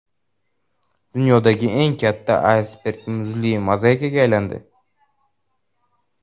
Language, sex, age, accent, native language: Uzbek, male, 12-17, Jizzax, Uzbek